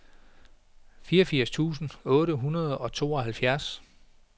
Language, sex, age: Danish, male, 49